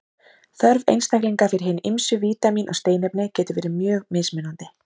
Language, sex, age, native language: Icelandic, female, 30-39, Icelandic